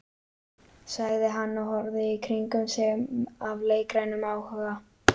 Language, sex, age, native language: Icelandic, male, 11, Icelandic